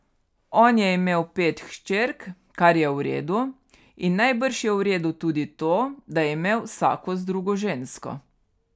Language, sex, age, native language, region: Slovenian, female, 30-49, Slovenian, Carinthia region